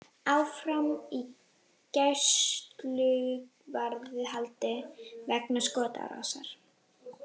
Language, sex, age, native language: Icelandic, female, 18-19, Icelandic